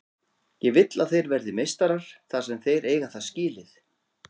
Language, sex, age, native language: Icelandic, male, 40-49, Icelandic